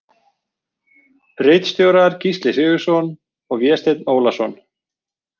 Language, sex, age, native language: Icelandic, male, 40-49, Icelandic